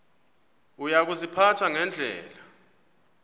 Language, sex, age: Xhosa, male, 24